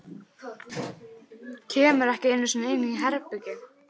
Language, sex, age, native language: Icelandic, female, 11, Icelandic